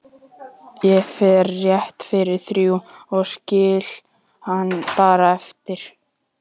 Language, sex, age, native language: Icelandic, male, 11, Icelandic